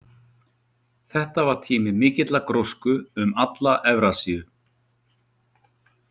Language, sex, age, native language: Icelandic, male, 40-49, Icelandic